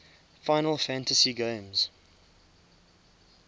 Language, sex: English, male